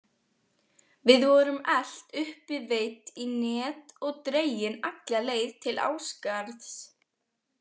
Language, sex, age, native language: Icelandic, female, 18-19, Icelandic